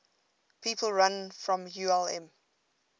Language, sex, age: English, female, 22